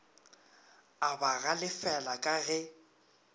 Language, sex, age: Northern Sotho, male, 24